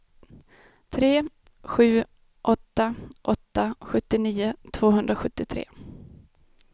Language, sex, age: Swedish, female, 32